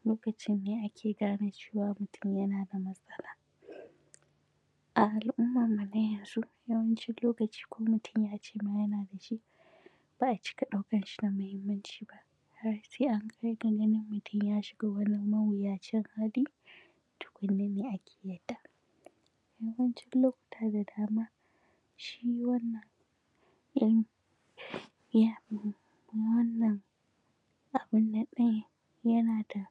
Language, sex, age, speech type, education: Hausa, female, 15-29, spontaneous, secondary